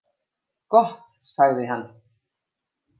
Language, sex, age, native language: Icelandic, female, 50-59, Icelandic